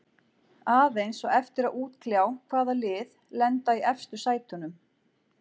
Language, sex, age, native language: Icelandic, female, 40-49, Icelandic